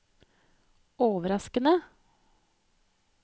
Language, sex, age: Norwegian, female, 30